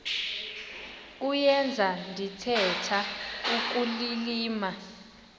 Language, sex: Xhosa, male